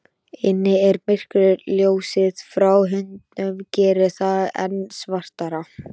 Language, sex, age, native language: Icelandic, male, 13, Icelandic